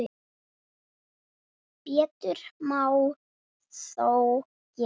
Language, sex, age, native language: Icelandic, male, 7, Icelandic